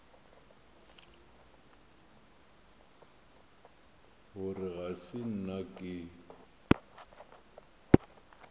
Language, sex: Northern Sotho, male